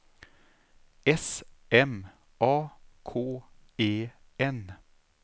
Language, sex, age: Swedish, male, 36